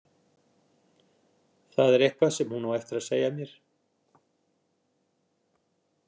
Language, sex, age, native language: Icelandic, male, 60-69, Icelandic